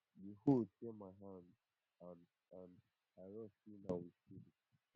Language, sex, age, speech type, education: Nigerian Pidgin, male, 15-29, spontaneous, tertiary